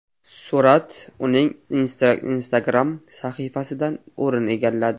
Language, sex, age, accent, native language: Uzbek, male, 25-34, Qashqadaryo, Uzbek